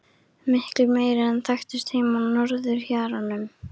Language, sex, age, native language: Icelandic, female, 13, Icelandic